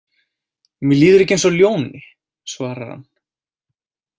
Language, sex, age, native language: Icelandic, male, 18-19, Icelandic